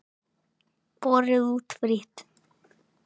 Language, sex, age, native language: Icelandic, male, 9, Icelandic